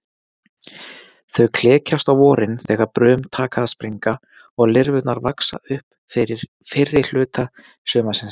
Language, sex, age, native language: Icelandic, male, 40-49, Icelandic